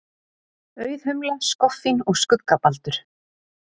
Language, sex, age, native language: Icelandic, female, 30-39, Icelandic